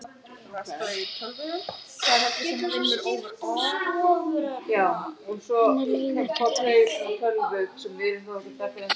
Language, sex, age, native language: Icelandic, male, 9, Icelandic